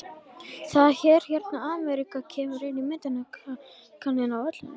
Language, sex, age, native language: Icelandic, male, 18-19, Icelandic